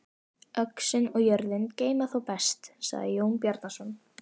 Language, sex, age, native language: Icelandic, female, 12, Icelandic